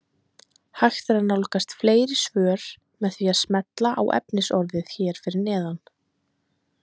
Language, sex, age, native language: Icelandic, female, 20-29, Icelandic